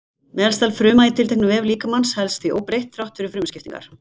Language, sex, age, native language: Icelandic, female, 50-59, Icelandic